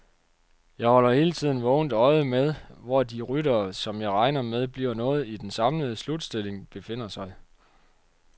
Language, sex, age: Danish, male, 30